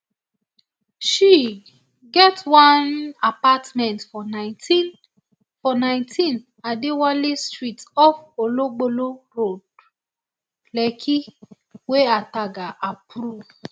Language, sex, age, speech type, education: Nigerian Pidgin, female, 30-45, spontaneous, tertiary